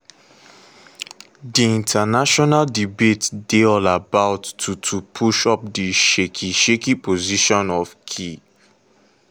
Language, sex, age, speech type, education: Nigerian Pidgin, male, 15-29, spontaneous, tertiary